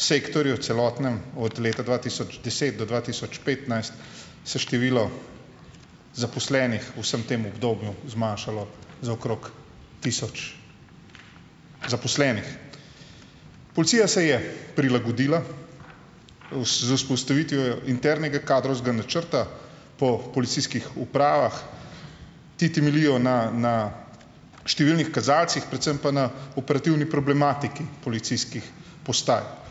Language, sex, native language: Slovenian, male, Slovenian